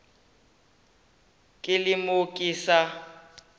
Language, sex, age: Northern Sotho, male, 19